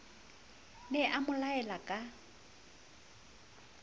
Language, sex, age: Southern Sotho, female, 35